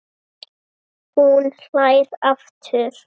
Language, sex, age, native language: Icelandic, female, 7, Icelandic